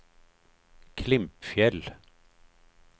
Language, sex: Swedish, male